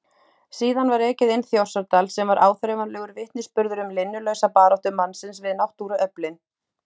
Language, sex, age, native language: Icelandic, female, 30-39, Icelandic